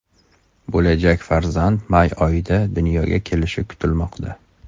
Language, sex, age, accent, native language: Uzbek, male, 35+, Toshkent shahri, Uzbek